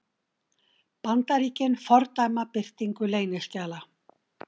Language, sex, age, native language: Icelandic, female, 60-69, Icelandic